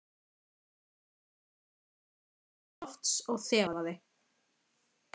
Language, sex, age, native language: Icelandic, female, 11, Icelandic